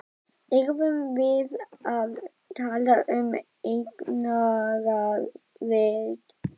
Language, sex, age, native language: Icelandic, female, 12, Icelandic